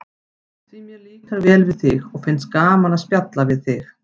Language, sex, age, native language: Icelandic, female, 50-59, Icelandic